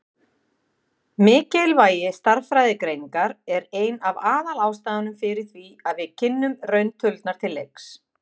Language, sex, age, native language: Icelandic, female, 50-59, Icelandic